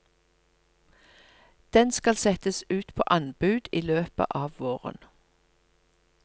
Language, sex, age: Norwegian, female, 57